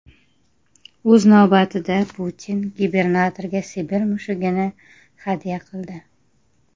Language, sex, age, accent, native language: Uzbek, female, 30-39, Qashqadaryo, Uzbek